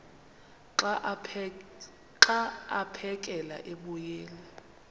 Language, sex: Xhosa, female